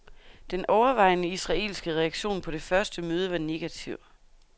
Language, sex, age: Danish, female, 32